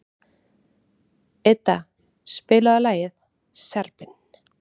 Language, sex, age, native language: Icelandic, female, 30-39, Icelandic